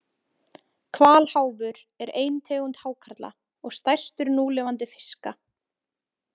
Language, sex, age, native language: Icelandic, female, 20-29, Icelandic